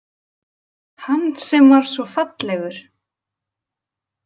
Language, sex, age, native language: Icelandic, female, 20-29, Icelandic